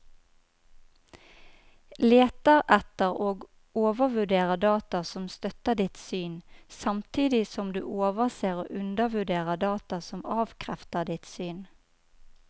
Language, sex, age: Norwegian, female, 29